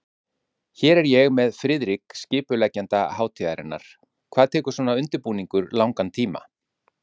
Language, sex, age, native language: Icelandic, male, 50-59, Icelandic